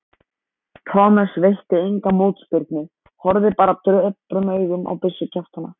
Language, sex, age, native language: Icelandic, male, 14, Icelandic